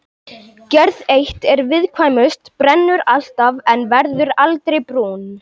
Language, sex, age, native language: Icelandic, male, 18-19, Icelandic